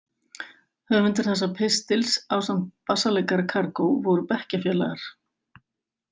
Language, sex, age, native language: Icelandic, female, 50-59, Icelandic